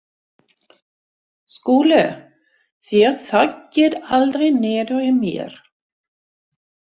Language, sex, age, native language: Icelandic, female, 60-69, Swedish